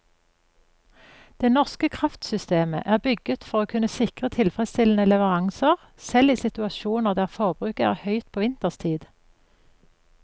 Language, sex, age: Norwegian, female, 44